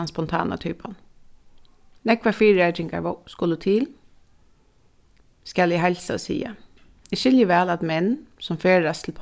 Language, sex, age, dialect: Faroese, female, 15-35, Suðurstreymoy